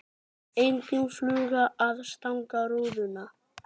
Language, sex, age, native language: Icelandic, male, 9, Icelandic